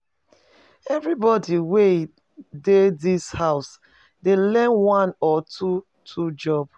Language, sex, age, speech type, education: Nigerian Pidgin, female, 30-45, spontaneous, tertiary